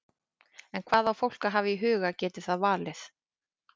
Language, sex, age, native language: Icelandic, female, 30-39, Icelandic